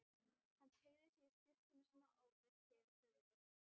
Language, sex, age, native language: Icelandic, female, 12, Icelandic